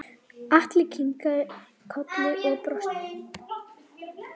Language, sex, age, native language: Icelandic, female, 8, Icelandic